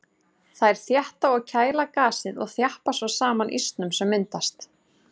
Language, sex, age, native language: Icelandic, female, 30-39, Icelandic